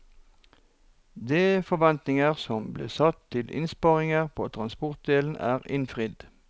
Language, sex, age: Norwegian, male, 43